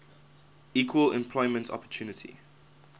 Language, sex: English, male